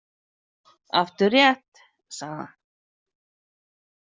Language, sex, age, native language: Icelandic, female, 40-49, Icelandic